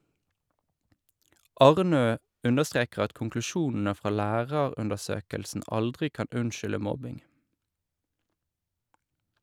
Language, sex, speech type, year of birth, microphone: Norwegian, male, read, 1983, Shure